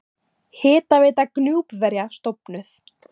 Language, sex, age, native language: Icelandic, female, 18-19, Icelandic